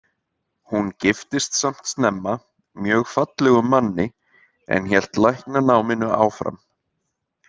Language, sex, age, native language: Icelandic, male, 30-39, Icelandic